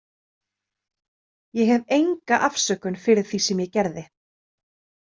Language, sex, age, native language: Icelandic, female, 30-39, Icelandic